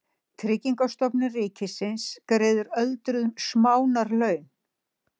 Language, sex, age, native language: Icelandic, female, 60-69, Icelandic